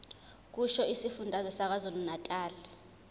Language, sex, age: Zulu, female, 21